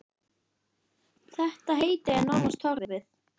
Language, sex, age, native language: Icelandic, male, 10, Icelandic